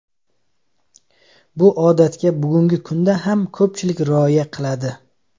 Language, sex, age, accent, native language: Uzbek, male, 25-34, Samarqand, Uzbek